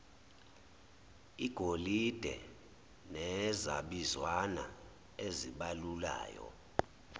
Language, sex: Zulu, male